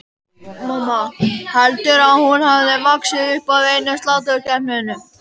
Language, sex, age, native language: Icelandic, male, 13, Icelandic